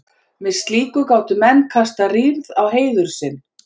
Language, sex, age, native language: Icelandic, female, 40-49, Icelandic